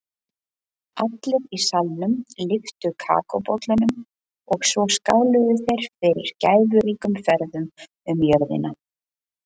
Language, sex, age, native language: Icelandic, female, 20-29, Icelandic